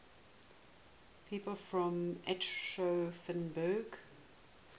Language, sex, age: English, female, 18